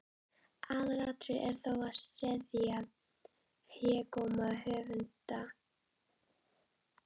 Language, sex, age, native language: Icelandic, female, 11, Icelandic